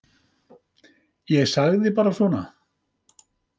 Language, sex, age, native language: Icelandic, male, 50-59, Icelandic